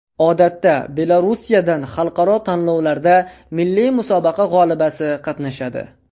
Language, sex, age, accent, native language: Uzbek, male, under 19, Andijon, Uzbek